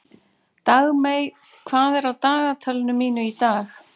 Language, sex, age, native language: Icelandic, female, 40-49, Icelandic